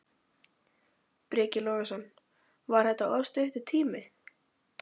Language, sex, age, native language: Icelandic, female, 12, Icelandic